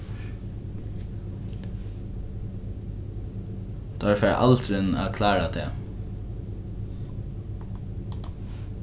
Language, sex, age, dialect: Faroese, male, 15-35, Norðuroyggjar